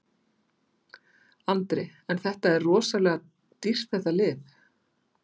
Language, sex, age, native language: Icelandic, female, 60-69, Icelandic